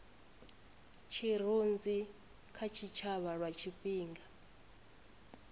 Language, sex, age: Venda, female, 25